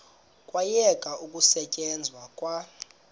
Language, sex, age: Xhosa, male, 26